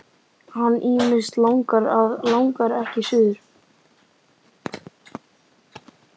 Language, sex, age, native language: Icelandic, male, 11, Icelandic